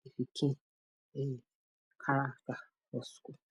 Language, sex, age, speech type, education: Nigerian Pidgin, female, 30-45, spontaneous, tertiary